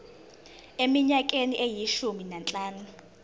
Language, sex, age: Zulu, female, 19